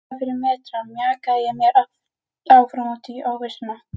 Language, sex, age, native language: Icelandic, female, 11, Icelandic